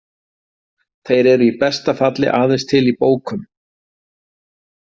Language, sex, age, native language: Icelandic, male, 50-59, Icelandic